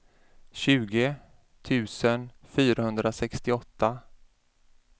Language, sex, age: Swedish, male, 33